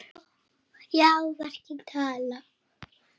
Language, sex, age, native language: Icelandic, female, 6, Icelandic